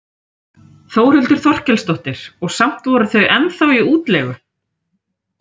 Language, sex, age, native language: Icelandic, female, 30-39, Icelandic